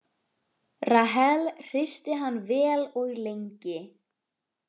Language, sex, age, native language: Icelandic, female, 18-19, Icelandic